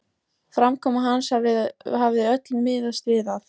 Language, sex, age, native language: Icelandic, female, 14, Icelandic